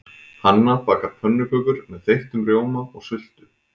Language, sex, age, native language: Icelandic, male, 20-29, Icelandic